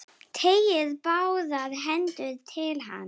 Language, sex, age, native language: Icelandic, female, 7, Icelandic